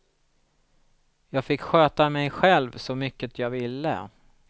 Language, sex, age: Swedish, male, 36